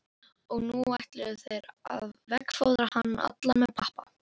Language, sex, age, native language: Icelandic, female, 11, Icelandic